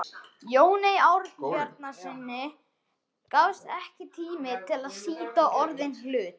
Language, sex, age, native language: Icelandic, other, 14, Icelandic